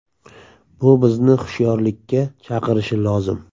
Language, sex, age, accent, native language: Uzbek, male, 25-34, Samarqand, Uzbek